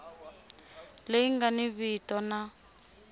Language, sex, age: Tsonga, female, 25